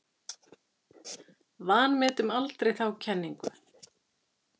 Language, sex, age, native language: Icelandic, female, 50-59, Icelandic